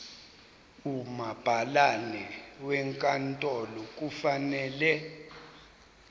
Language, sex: Zulu, male